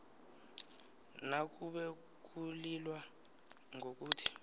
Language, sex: South Ndebele, male